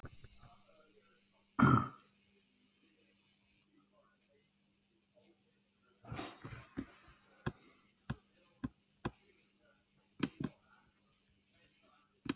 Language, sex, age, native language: Icelandic, male, 60-69, Icelandic